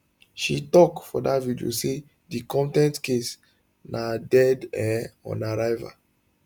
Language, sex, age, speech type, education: Nigerian Pidgin, male, 15-29, spontaneous, tertiary